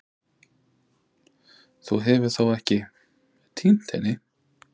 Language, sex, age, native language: Icelandic, male, 30-39, Icelandic